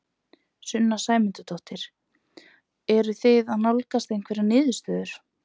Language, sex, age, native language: Icelandic, female, 20-29, Icelandic